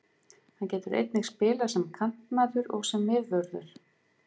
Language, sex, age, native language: Icelandic, female, 50-59, Icelandic